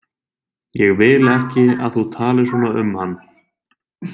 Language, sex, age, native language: Icelandic, male, 20-29, Icelandic